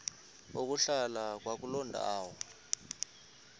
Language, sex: Xhosa, male